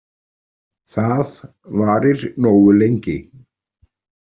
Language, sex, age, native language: Icelandic, male, 40-49, Icelandic